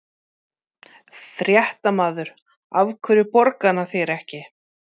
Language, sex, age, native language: Icelandic, female, 40-49, Icelandic